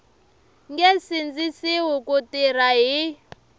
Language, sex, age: Tsonga, female, 23